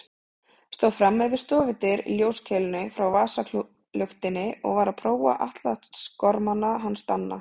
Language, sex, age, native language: Icelandic, female, 30-39, Icelandic